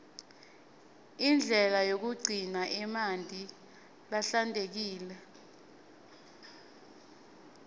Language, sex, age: Swati, female, 20